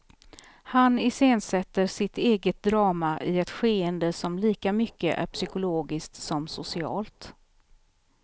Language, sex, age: Swedish, female, 43